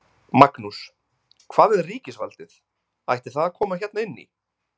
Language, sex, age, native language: Icelandic, male, 20-29, Icelandic